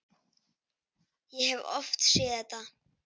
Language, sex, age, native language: Icelandic, female, 8, Icelandic